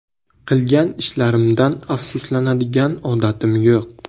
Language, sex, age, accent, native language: Uzbek, male, 18-24, Buxoro, Uzbek